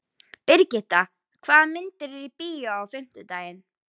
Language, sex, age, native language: Icelandic, female, 11, Icelandic